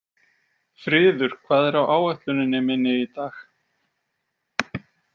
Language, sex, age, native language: Icelandic, male, 40-49, Icelandic